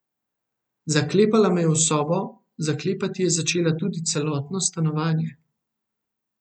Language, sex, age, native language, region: Slovenian, male, 18-29, Slovenian, Central Slovenia